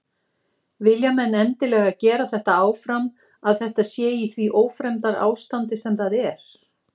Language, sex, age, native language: Icelandic, female, 50-59, Icelandic